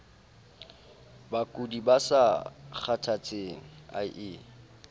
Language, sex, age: Southern Sotho, male, 30